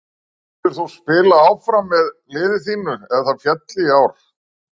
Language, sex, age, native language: Icelandic, male, 60-69, Icelandic